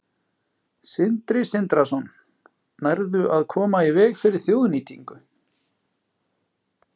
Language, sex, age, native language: Icelandic, male, 30-39, Icelandic